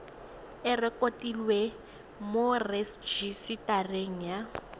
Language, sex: Tswana, female